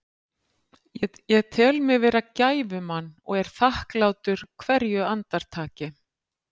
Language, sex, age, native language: Icelandic, female, 50-59, Icelandic